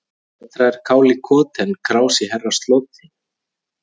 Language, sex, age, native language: Icelandic, male, 30-39, Icelandic